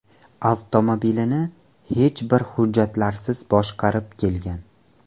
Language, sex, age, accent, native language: Uzbek, male, 18-24, Andijon, Uzbek